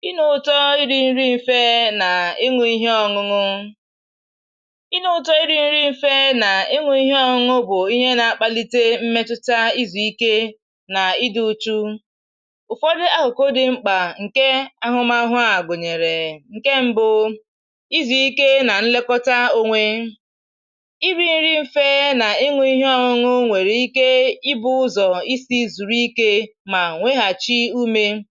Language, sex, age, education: Igbo, female, 15-29, tertiary